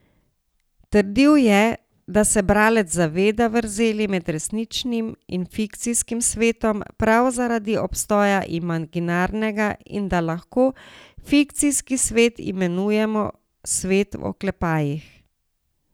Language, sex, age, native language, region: Slovenian, female, 60+, Slovenian, Savinja region